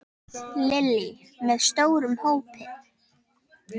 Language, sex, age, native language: Icelandic, female, 10, Icelandic